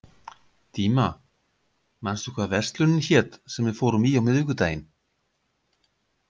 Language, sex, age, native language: Icelandic, male, 50-59, Icelandic